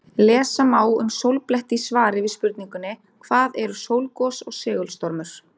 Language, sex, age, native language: Icelandic, female, 30-39, Icelandic